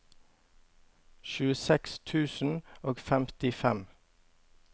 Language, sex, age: Norwegian, male, 25